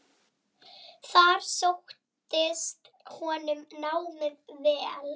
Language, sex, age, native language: Icelandic, female, 9, Icelandic